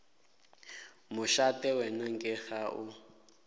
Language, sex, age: Northern Sotho, male, 18